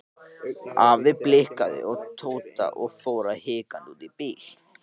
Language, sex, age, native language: Icelandic, male, 14, Icelandic